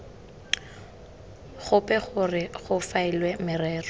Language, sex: Tswana, female